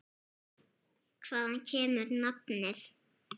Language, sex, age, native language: Icelandic, female, 7, Icelandic